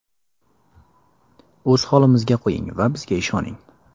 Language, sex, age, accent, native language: Uzbek, male, 18-24, Surxondaryo, Uzbek